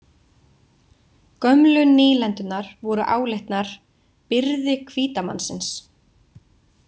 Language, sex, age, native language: Icelandic, female, 20-29, Icelandic